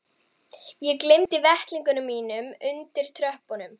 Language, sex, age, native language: Icelandic, female, 12, Icelandic